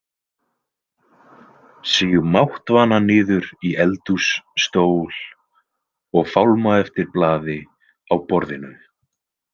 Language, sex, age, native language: Icelandic, male, 20-29, Icelandic